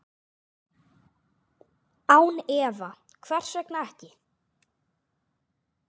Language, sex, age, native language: Icelandic, male, 8, Icelandic